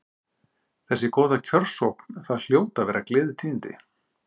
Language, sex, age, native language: Icelandic, male, 50-59, Icelandic